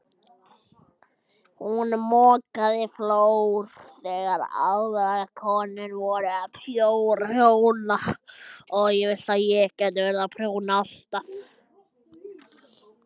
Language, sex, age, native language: Icelandic, other, 12, Icelandic